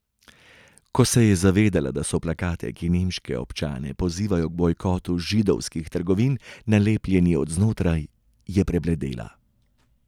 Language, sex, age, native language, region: Slovenian, male, 30-49, Slovenian, Gorenjska region